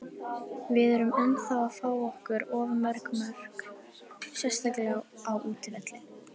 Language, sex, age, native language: Icelandic, female, 18-19, Icelandic